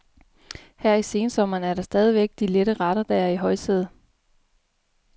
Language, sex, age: Danish, female, 33